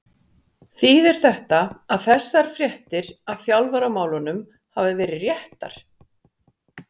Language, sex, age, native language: Icelandic, female, 60-69, Icelandic